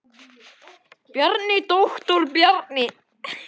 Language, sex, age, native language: Icelandic, male, 10, Icelandic